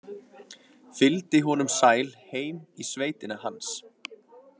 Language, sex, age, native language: Icelandic, male, 20-29, Icelandic